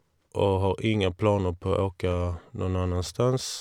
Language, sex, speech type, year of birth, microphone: Norwegian, male, spontaneous, 1981, Shure